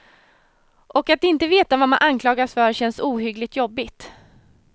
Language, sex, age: Swedish, female, 30